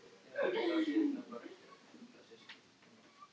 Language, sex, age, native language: Icelandic, other, 11, Icelandic